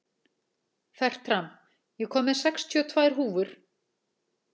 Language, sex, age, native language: Icelandic, female, 40-49, Icelandic